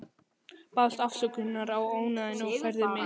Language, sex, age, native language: Icelandic, male, 11, Icelandic